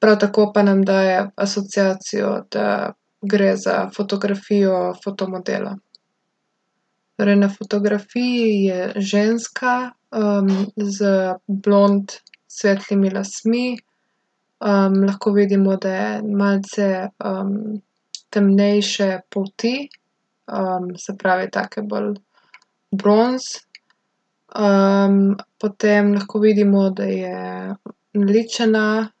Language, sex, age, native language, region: Slovenian, female, 18-29, Slovenian, Gorica region